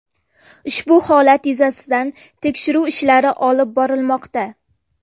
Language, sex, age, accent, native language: Uzbek, female, 18-24, Toshkent viloyati, Uzbek